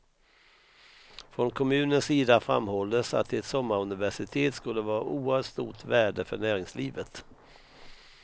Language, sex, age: Swedish, male, 64